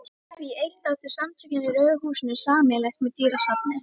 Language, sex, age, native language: Icelandic, female, 13, Icelandic